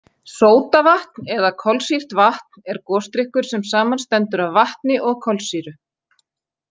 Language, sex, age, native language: Icelandic, female, 40-49, Icelandic